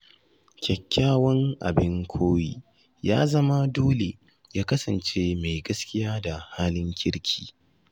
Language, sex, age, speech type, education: Hausa, male, 15-29, spontaneous, tertiary